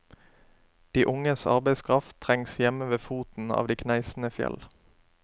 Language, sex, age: Norwegian, male, 27